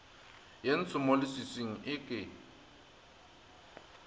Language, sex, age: Northern Sotho, male, 23